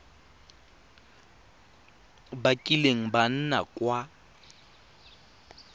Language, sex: Tswana, male